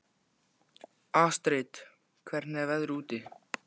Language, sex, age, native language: Icelandic, male, 14, Icelandic